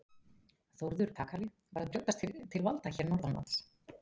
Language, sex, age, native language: Icelandic, female, 40-49, Icelandic